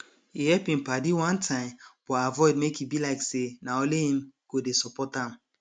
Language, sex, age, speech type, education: Nigerian Pidgin, male, 30-45, spontaneous, tertiary